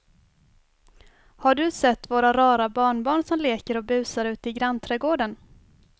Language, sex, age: Swedish, female, 24